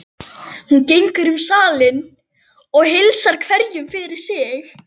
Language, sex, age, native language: Icelandic, female, 11, Icelandic